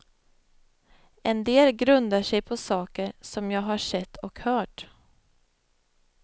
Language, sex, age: Swedish, female, 25